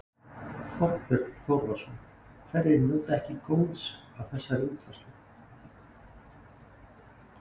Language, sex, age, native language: Icelandic, male, 20-29, Icelandic